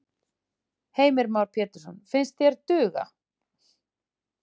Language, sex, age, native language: Icelandic, female, 30-39, Icelandic